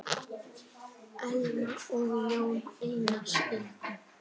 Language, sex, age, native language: Icelandic, male, 8, Icelandic